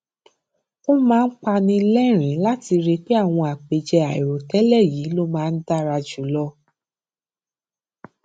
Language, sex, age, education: Yoruba, female, 15-29, tertiary